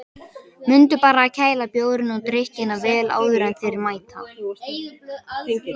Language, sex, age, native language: Icelandic, male, 18-19, Icelandic